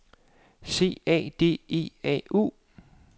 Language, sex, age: Danish, male, 35